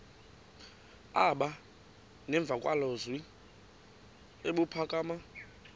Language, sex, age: Xhosa, female, 28